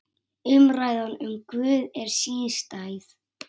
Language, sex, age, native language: Icelandic, male, 7, Icelandic